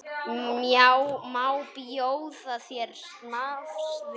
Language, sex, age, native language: Icelandic, male, 8, Icelandic